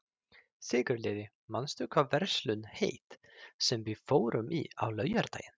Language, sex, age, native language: Icelandic, male, 30-39, Swedish